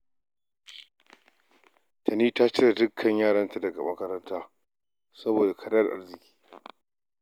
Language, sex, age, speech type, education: Hausa, male, 46-60, read, tertiary